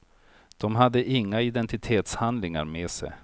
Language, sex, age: Swedish, male, 43